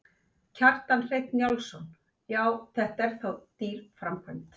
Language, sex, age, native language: Icelandic, female, 50-59, Icelandic